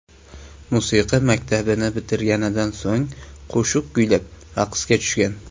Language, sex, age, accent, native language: Uzbek, male, 19-29, Samarqand, Uzbek